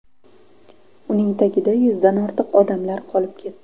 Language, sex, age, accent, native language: Uzbek, female, 12-17, Toshkent viloyati, Uzbek